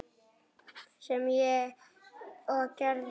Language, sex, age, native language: Icelandic, female, 9, Icelandic